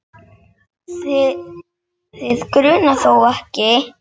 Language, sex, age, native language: Icelandic, female, 7, Icelandic